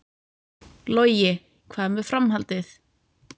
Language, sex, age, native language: Icelandic, female, 30-39, Icelandic